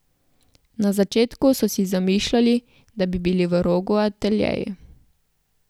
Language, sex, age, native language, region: Slovenian, female, 18-29, Slovenian, Southeast Slovenia